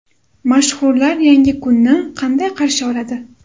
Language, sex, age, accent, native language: Uzbek, female, under 19, Toshkent shahri, Uzbek